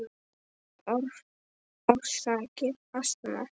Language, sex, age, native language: Icelandic, male, 10, Icelandic